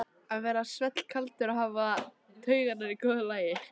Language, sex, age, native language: Icelandic, female, 13, Icelandic